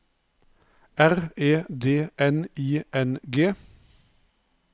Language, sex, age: Norwegian, male, 59